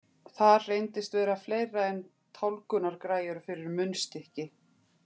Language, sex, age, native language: Icelandic, female, 50-59, Icelandic